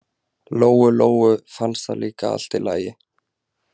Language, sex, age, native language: Icelandic, male, 20-29, Icelandic